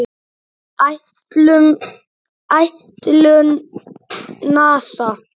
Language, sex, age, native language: Icelandic, male, 9, Icelandic